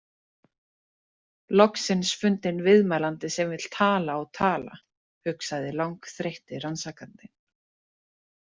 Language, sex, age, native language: Icelandic, female, 30-39, Icelandic